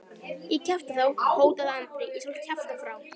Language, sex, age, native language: Icelandic, female, 12, Icelandic